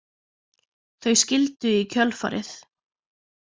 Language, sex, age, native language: Icelandic, female, 20-29, Icelandic